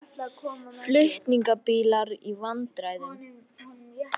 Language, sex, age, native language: Icelandic, female, 50-59, Icelandic